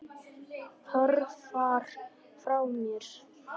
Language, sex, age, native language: Icelandic, male, 10, Icelandic